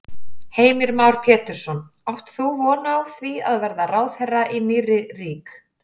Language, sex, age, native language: Icelandic, female, 40-49, Icelandic